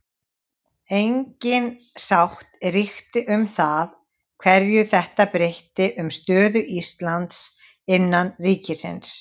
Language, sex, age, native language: Icelandic, female, 30-39, Icelandic